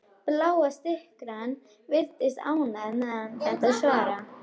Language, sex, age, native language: Icelandic, female, 12, Icelandic